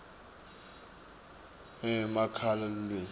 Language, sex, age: Swati, male, 24